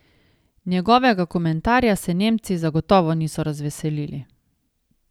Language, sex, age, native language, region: Slovenian, female, 30-49, Slovenian, Savinja region